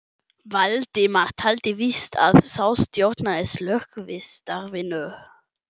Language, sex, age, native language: Icelandic, male, 12, German